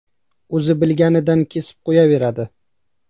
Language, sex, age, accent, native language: Uzbek, male, 19-29, Qashqadaryo, Uzbek